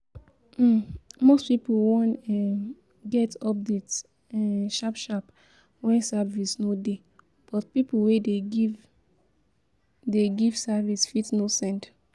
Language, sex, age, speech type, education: Nigerian Pidgin, female, 15-29, spontaneous, tertiary